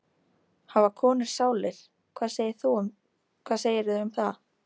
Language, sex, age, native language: Icelandic, female, 13, Icelandic